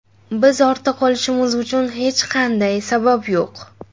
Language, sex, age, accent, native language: Uzbek, female, under 19, Jizzax, Uzbek